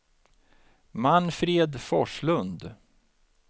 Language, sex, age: Swedish, male, 49